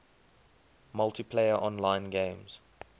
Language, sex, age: English, male, 23